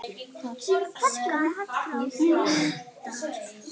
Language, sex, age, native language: Icelandic, female, 8, Icelandic